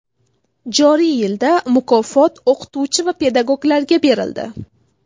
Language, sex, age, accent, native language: Uzbek, female, 18-24, Buxoro, Uzbek